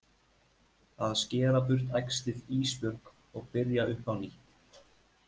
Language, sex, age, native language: Icelandic, male, 30-39, Icelandic